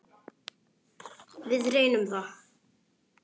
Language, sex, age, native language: Icelandic, male, 9, Icelandic